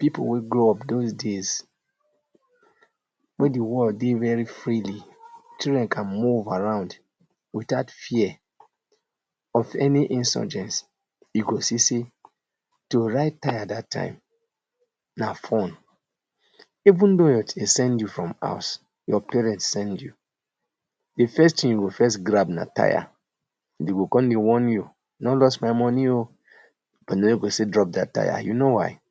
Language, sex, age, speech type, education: Nigerian Pidgin, male, 30-45, spontaneous, tertiary